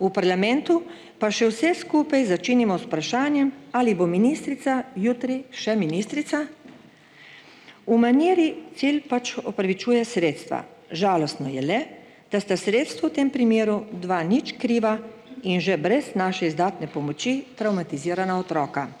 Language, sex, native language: Slovenian, female, Slovenian